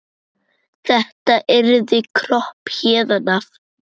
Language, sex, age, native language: Icelandic, male, 9, Icelandic